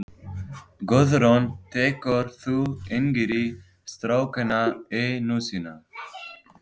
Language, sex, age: Icelandic, female, 18-19